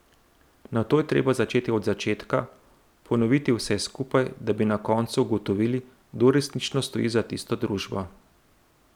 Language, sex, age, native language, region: Slovenian, male, 30-49, Slovenian, Central Slovenia